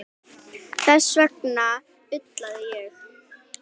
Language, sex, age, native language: Icelandic, female, 10, Icelandic